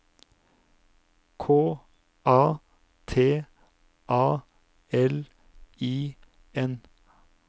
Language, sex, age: Norwegian, male, 59